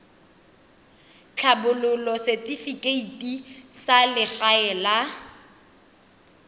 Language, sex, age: Tswana, female, 23